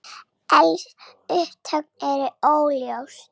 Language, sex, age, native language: Icelandic, female, 40-49, Icelandic